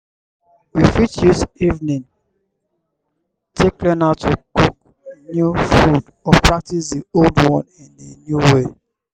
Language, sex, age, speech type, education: Nigerian Pidgin, male, 60+, spontaneous, tertiary